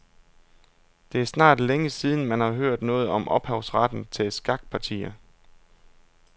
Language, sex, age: Danish, male, 32